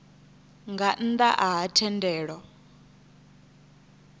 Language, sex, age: Venda, female, 21